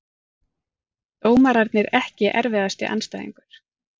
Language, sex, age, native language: Icelandic, female, 40-49, Icelandic